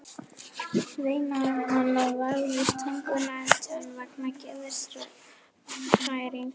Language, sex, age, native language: Icelandic, female, 11, Icelandic